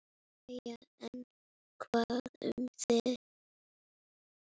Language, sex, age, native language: Icelandic, female, 8, Icelandic